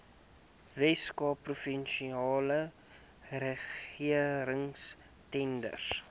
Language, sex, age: Afrikaans, male, 18